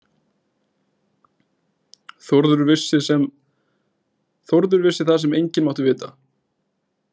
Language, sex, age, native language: Icelandic, male, 20-29, Icelandic